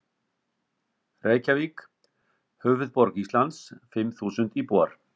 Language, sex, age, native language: Icelandic, male, 50-59, Icelandic